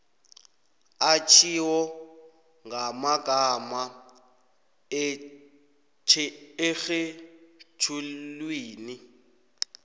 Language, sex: South Ndebele, male